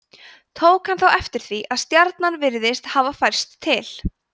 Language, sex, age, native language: Icelandic, female, 20-29, Icelandic